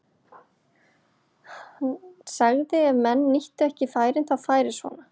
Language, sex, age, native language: Icelandic, male, 40-49, Icelandic